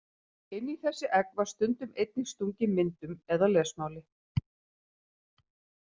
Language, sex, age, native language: Icelandic, female, 50-59, Icelandic